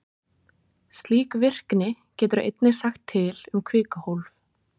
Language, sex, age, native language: Icelandic, female, 20-29, Icelandic